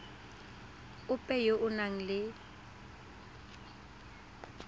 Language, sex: Tswana, female